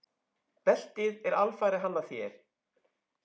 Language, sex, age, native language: Icelandic, male, 10, Icelandic